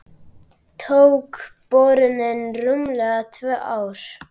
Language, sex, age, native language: Icelandic, male, 9, Icelandic